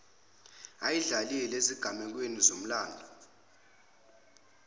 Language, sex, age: Zulu, male, 25